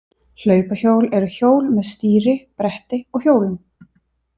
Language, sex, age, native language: Icelandic, female, 30-39, Icelandic